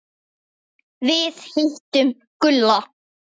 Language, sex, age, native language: Icelandic, female, 10, Icelandic